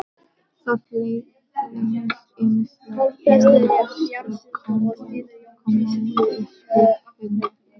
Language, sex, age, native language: Icelandic, female, 12, Icelandic